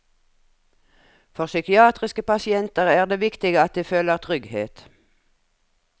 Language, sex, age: Norwegian, female, 57